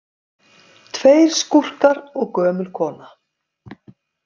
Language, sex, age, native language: Icelandic, female, 50-59, Icelandic